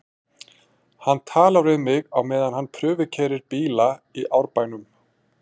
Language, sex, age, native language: Icelandic, male, 40-49, Icelandic